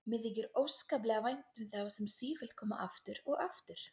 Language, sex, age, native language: Icelandic, female, 20-29, Icelandic